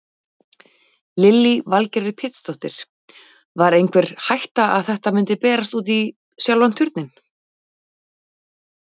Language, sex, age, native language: Icelandic, female, 40-49, Icelandic